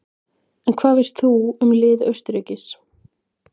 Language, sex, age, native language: Icelandic, female, 20-29, Icelandic